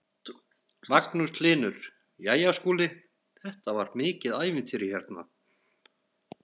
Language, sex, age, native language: Icelandic, male, 40-49, Icelandic